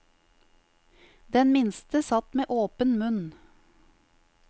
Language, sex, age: Norwegian, female, 50